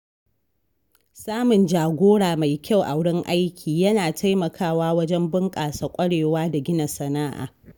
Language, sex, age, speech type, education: Hausa, female, 15-29, read, tertiary